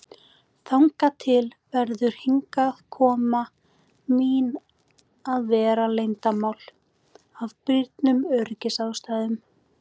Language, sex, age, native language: Icelandic, female, 18-19, Icelandic